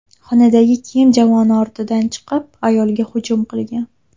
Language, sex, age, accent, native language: Uzbek, female, 19-29, Farg'ona, Uzbek